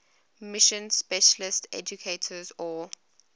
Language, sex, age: English, female, 21